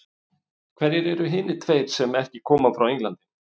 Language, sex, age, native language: Icelandic, male, 50-59, Icelandic